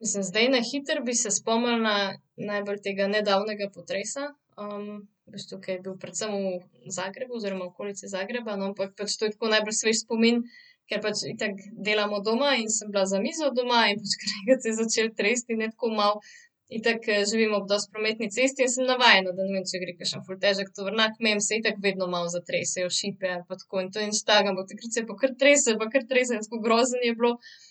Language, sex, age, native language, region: Slovenian, female, 30-49, Slovenian, Central Slovenia